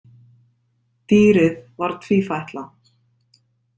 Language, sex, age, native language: Icelandic, female, 50-59, Icelandic